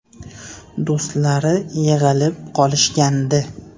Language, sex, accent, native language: Uzbek, male, Andijon, Uzbek